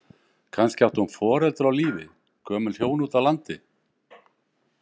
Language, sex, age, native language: Icelandic, male, 60-69, Icelandic